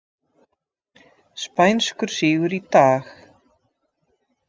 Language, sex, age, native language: Icelandic, female, 50-59, Dutch